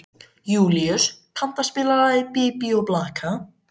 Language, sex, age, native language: Icelandic, male, 14, Icelandic